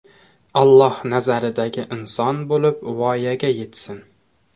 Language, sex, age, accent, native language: Uzbek, male, 18-24, Toshkent shahri, Uzbek